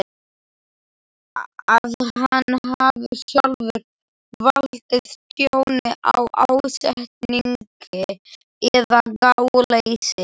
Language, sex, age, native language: Icelandic, male, 11, Slovak